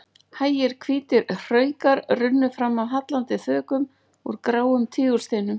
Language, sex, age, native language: Icelandic, female, 40-49, Icelandic